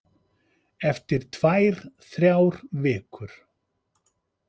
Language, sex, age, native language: Icelandic, male, 50-59, Icelandic